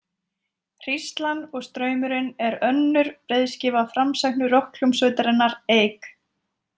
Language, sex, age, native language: Icelandic, female, 20-29, Icelandic